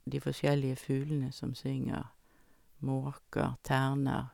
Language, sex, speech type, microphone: Norwegian, female, spontaneous, Sennheiser